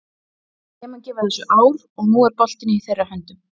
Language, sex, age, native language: Icelandic, female, 40-49, Icelandic